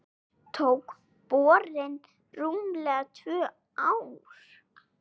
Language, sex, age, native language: Icelandic, female, 8, Icelandic